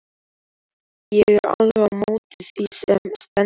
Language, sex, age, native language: Icelandic, male, 12, Icelandic